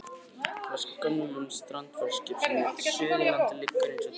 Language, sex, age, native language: Icelandic, male, 20-29, Icelandic